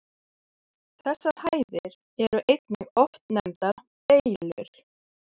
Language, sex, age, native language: Icelandic, female, 30-39, Icelandic